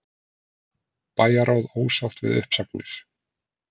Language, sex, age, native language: Icelandic, male, 40-49, Icelandic